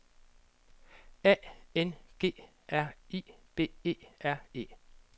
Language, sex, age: Danish, male, 47